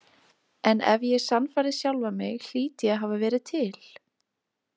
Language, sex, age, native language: Icelandic, female, 20-29, Icelandic